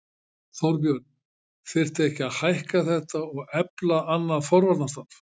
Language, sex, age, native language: Icelandic, male, 60-69, Icelandic